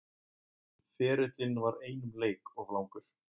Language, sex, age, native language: Icelandic, male, 20-29, Icelandic